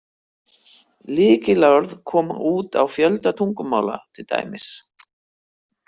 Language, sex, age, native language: Icelandic, female, 60-69, Icelandic